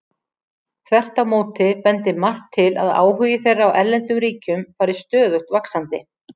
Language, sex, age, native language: Icelandic, female, 40-49, Icelandic